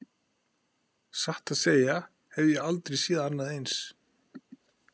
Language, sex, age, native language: Icelandic, male, 40-49, Icelandic